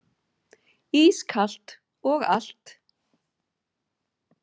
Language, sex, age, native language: Icelandic, female, 50-59, Icelandic